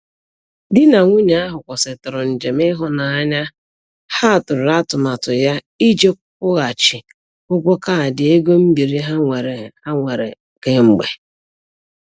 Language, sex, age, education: Igbo, female, 46-60, tertiary